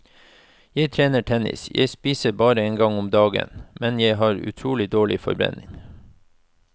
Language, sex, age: Norwegian, male, 36